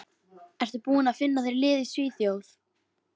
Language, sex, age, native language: Icelandic, female, 15, Icelandic